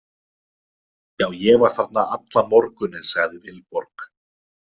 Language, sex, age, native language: Icelandic, male, 20-29, Icelandic